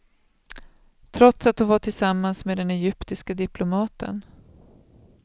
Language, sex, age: Swedish, female, 36